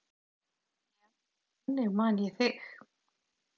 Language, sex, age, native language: Icelandic, male, 8, Icelandic